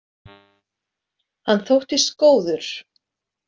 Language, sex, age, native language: Icelandic, female, 40-49, Icelandic